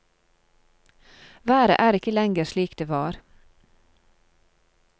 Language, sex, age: Norwegian, female, 35